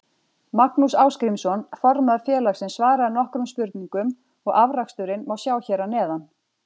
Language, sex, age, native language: Icelandic, female, 40-49, Icelandic